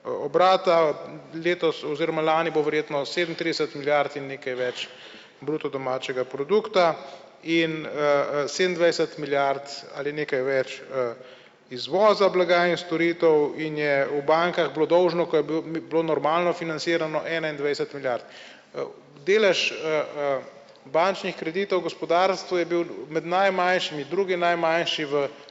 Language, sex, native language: Slovenian, male, Slovenian